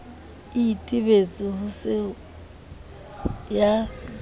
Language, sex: Southern Sotho, female